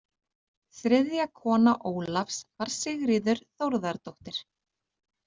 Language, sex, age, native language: Icelandic, female, 30-39, Icelandic